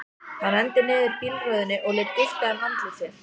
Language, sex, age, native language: Icelandic, female, 14, Icelandic